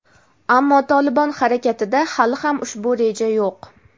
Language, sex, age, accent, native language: Uzbek, female, 18-24, Namangan, Uzbek